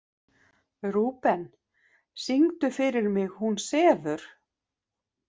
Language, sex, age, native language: Icelandic, female, 50-59, Icelandic